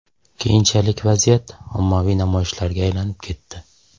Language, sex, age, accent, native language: Uzbek, male, 25-34, Andijon, Uzbek